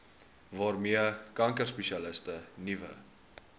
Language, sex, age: Afrikaans, male, 19